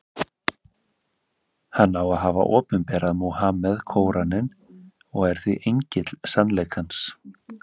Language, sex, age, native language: Icelandic, male, 30-39, Icelandic